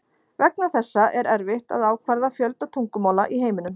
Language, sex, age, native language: Icelandic, female, 40-49, Icelandic